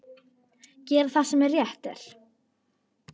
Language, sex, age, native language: Icelandic, female, 10, Icelandic